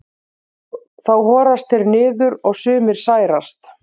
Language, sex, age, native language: Icelandic, female, 30-39, Icelandic